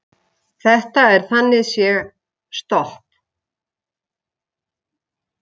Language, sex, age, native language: Icelandic, female, 50-59, Icelandic